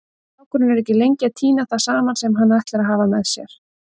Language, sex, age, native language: Icelandic, female, 30-39, Icelandic